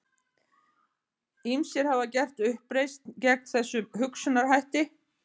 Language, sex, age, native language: Icelandic, female, 50-59, Icelandic